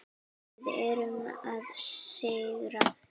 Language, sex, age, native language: Icelandic, female, 9, Icelandic